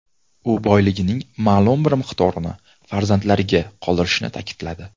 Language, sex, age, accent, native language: Uzbek, male, 19-29, Toshkent viloyati, Uzbek